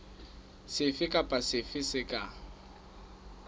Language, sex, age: Southern Sotho, male, 19